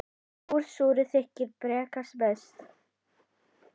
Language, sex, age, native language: Icelandic, female, 10, Icelandic